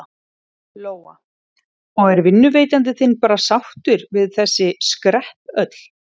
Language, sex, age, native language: Icelandic, female, 30-39, Icelandic